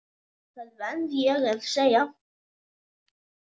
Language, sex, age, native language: Icelandic, male, 10, Icelandic